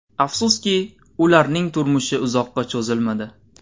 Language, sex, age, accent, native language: Uzbek, male, 19-29, Namangan, Uzbek